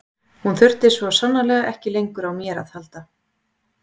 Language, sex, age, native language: Icelandic, female, 40-49, Icelandic